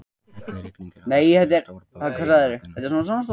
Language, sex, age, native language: Icelandic, male, 20-29, Icelandic